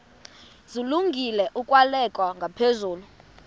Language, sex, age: Xhosa, female, 32